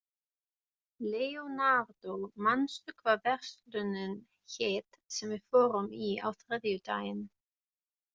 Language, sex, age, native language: Icelandic, female, 20-29, German